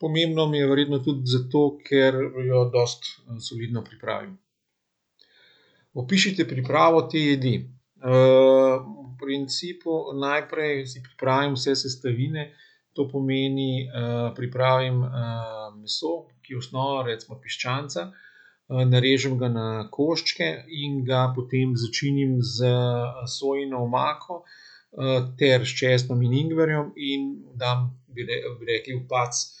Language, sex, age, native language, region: Slovenian, male, 50-59, Slovenian, Central Slovenia